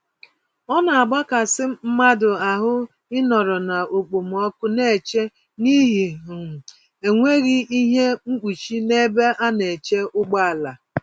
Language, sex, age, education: Igbo, female, 46-60, tertiary